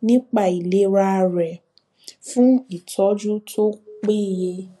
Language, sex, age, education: Yoruba, female, 15-29, tertiary